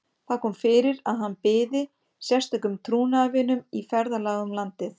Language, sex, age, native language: Icelandic, female, 50-59, Icelandic